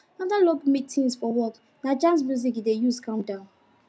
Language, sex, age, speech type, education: Nigerian Pidgin, female, 15-29, spontaneous, tertiary